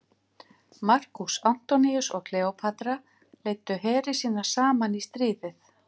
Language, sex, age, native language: Icelandic, female, 50-59, Icelandic